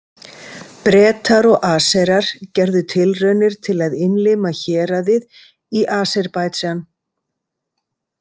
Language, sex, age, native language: Icelandic, female, 50-59, Icelandic